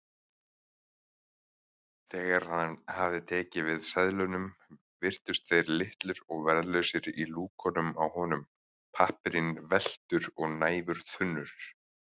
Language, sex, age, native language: Icelandic, male, 30-39, Icelandic